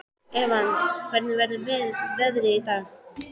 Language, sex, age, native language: Icelandic, female, 13, Icelandic